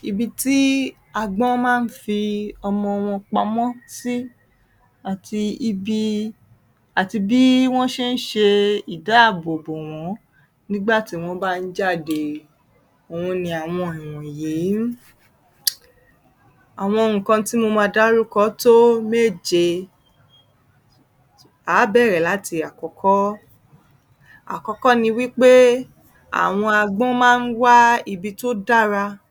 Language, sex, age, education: Yoruba, female, 30-45, tertiary